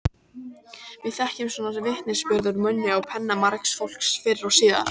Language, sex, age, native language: Icelandic, female, 18-19, Icelandic